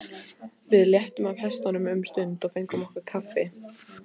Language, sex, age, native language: Icelandic, female, 14, Icelandic